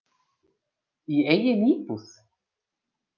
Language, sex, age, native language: Icelandic, female, 50-59, Icelandic